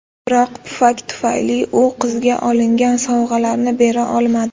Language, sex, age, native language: Uzbek, female, 18-24, Uzbek